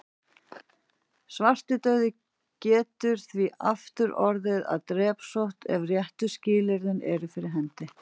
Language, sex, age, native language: Icelandic, female, 40-49, Icelandic